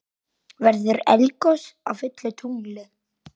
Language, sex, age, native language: Icelandic, male, 9, Icelandic